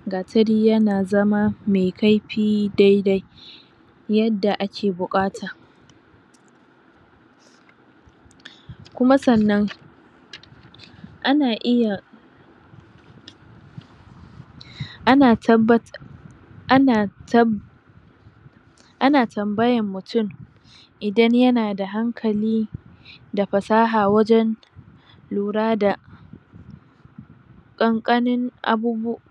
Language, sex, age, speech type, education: Hausa, female, 15-29, spontaneous, tertiary